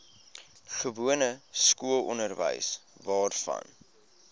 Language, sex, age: Afrikaans, male, 20